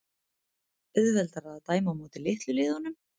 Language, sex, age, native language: Icelandic, female, 30-39, Icelandic